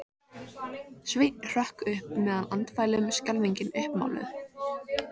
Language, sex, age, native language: Icelandic, female, 14, Icelandic